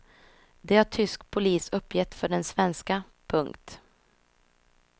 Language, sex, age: Swedish, female, 26